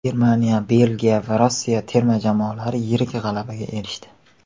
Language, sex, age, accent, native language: Uzbek, male, 18-24, Qashqadaryo, Uzbek